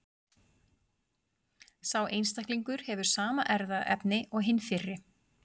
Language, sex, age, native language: Icelandic, female, 40-49, Icelandic